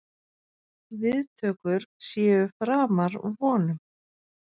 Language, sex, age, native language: Icelandic, female, 40-49, Icelandic